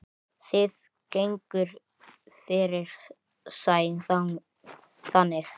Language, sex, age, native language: Icelandic, male, 9, Icelandic